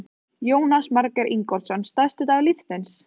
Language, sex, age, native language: Icelandic, female, 15, Icelandic